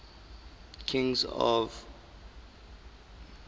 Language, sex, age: English, male, 20